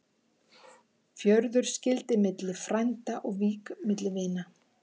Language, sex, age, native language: Icelandic, female, 50-59, Icelandic